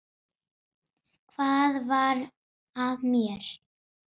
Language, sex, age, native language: Icelandic, female, 7, Icelandic